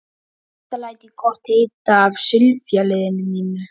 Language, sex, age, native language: Icelandic, male, 11, Icelandic